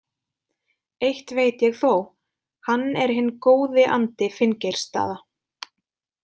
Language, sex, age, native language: Icelandic, female, 20-29, Icelandic